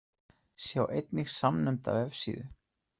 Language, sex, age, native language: Icelandic, male, 30-39, Icelandic